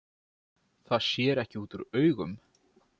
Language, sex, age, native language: Icelandic, male, 20-29, Icelandic